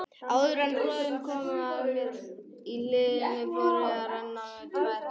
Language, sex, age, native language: Icelandic, other, 18-19, Icelandic